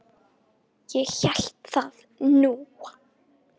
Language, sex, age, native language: Icelandic, female, 18-19, Icelandic